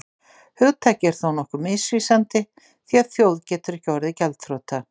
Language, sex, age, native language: Icelandic, female, 60-69, Icelandic